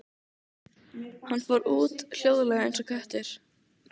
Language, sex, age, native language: Icelandic, female, 15, Icelandic